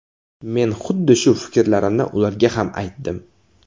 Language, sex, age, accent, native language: Uzbek, male, 18-24, Toshkent viloyati, Uzbek